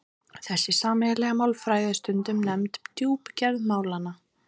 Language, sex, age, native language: Icelandic, female, 30-39, Icelandic